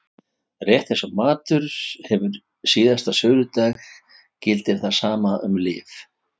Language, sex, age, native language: Icelandic, male, 50-59, Icelandic